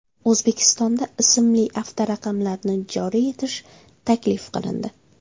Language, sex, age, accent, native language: Uzbek, female, 25-34, Surxondaryo, Uzbek